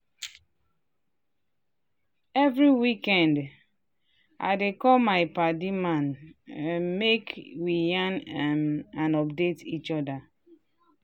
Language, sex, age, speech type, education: Nigerian Pidgin, female, 30-45, spontaneous, tertiary